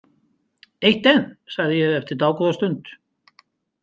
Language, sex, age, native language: Icelandic, male, 50-59, Icelandic